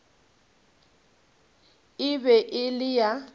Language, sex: Northern Sotho, female